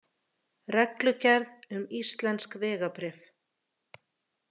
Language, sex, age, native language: Icelandic, female, 30-39, Icelandic